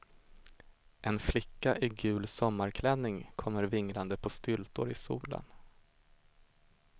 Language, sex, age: Swedish, male, 25